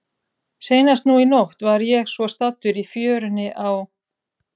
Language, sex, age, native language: Icelandic, female, 30-39, Icelandic